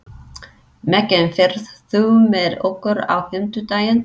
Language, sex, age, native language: Icelandic, female, 30-39, Icelandic